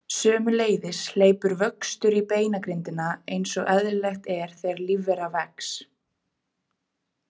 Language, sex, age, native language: Icelandic, female, 20-29, Icelandic